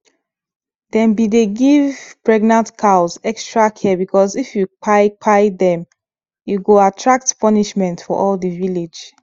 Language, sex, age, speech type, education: Nigerian Pidgin, female, 15-29, spontaneous, tertiary